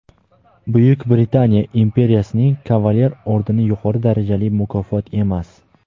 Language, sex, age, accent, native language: Uzbek, male, 19-29, Farg'ona, Uzbek